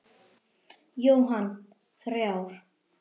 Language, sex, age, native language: Icelandic, female, 10, Icelandic